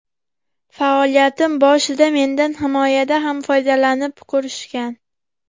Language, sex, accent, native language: Uzbek, female, Farg'ona, Uzbek